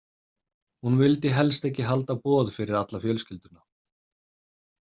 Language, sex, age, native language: Icelandic, male, 30-39, Icelandic